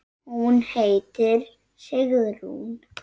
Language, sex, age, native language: Icelandic, female, 9, Icelandic